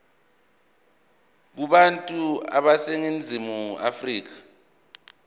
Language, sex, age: Zulu, male, 24